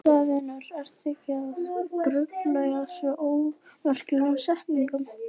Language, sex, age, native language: Icelandic, female, 11, Icelandic